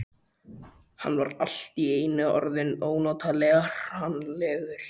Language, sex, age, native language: Icelandic, male, 12, Icelandic